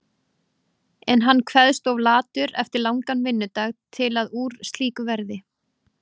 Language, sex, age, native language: Icelandic, female, 18-19, Icelandic